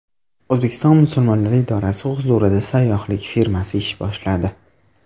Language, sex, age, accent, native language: Uzbek, male, under 19, Toshkent shahri, Uzbek